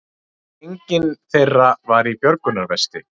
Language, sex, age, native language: Icelandic, male, 30-39, Icelandic